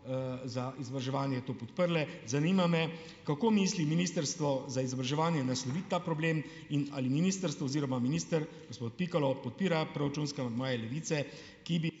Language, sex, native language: Slovenian, male, Slovenian